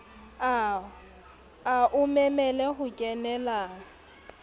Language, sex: Southern Sotho, female